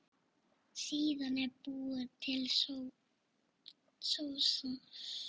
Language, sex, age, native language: Icelandic, female, 6, Icelandic